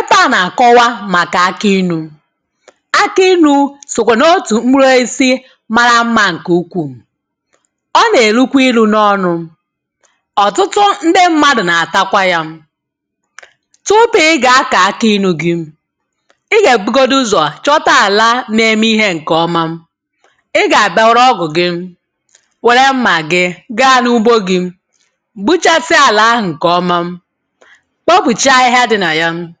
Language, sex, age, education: Igbo, female, 30-45, tertiary